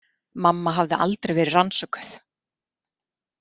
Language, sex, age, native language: Icelandic, female, 40-49, Icelandic